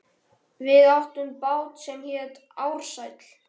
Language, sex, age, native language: Icelandic, male, 13, Icelandic